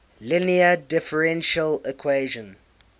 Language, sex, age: English, male, 18